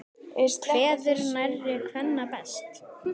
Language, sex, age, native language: Icelandic, female, 10, Icelandic